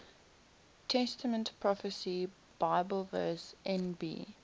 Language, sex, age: English, female, 18